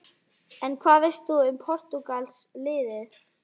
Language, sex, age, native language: Icelandic, female, 12, Icelandic